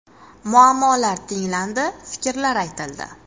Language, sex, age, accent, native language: Uzbek, female, 18-24, Toshkent viloyati, Uzbek